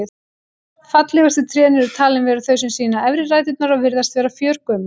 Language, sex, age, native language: Icelandic, female, 18-19, Icelandic